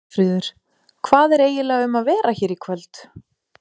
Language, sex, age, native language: Icelandic, female, 40-49, Icelandic